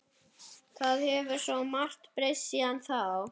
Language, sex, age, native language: Icelandic, male, 11, Icelandic